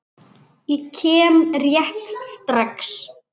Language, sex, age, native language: Icelandic, male, 8, Icelandic